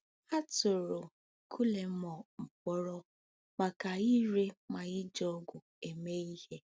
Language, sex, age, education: Igbo, female, 15-29, tertiary